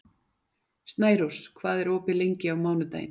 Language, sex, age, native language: Icelandic, female, 40-49, Icelandic